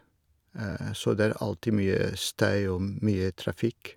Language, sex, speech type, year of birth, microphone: Norwegian, male, spontaneous, 1962, Shure